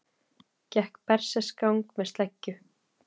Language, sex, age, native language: Icelandic, female, 30-39, Icelandic